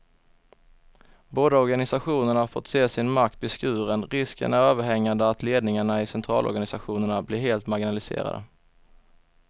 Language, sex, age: Swedish, male, 21